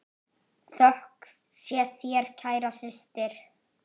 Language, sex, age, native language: Icelandic, male, 8, Icelandic